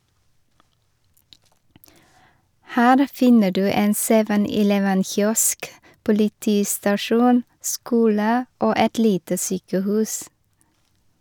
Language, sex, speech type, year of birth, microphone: Norwegian, female, read, 1973, Shure